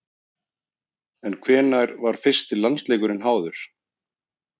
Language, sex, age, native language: Icelandic, male, 30-39, Icelandic